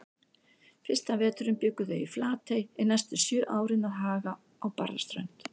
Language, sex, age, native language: Icelandic, female, 60-69, Icelandic